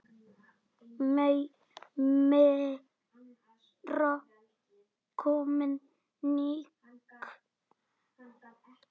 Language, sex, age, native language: Icelandic, male, 9, Icelandic